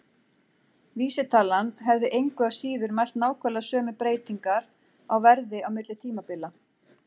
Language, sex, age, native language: Icelandic, female, 40-49, Icelandic